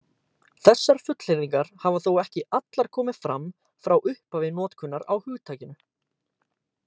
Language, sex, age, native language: Icelandic, male, 18-19, Icelandic